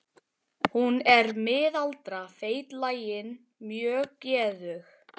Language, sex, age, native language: Icelandic, male, 12, Icelandic